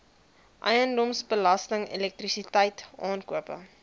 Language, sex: Afrikaans, female